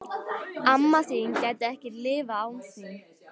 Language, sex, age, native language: Icelandic, female, 13, Icelandic